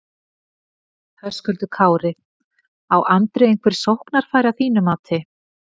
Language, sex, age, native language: Icelandic, female, 50-59, Icelandic